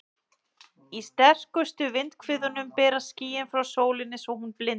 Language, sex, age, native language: Icelandic, male, 11, Icelandic